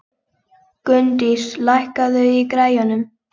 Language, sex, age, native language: Icelandic, female, 18-19, Icelandic